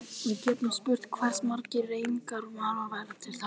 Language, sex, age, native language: Icelandic, male, 18-19, Icelandic